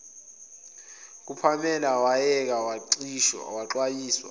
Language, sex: Zulu, male